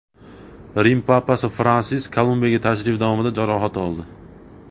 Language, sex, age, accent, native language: Uzbek, male, 19-29, Andijon, Uzbek